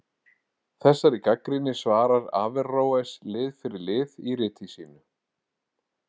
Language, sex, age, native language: Icelandic, male, 40-49, Icelandic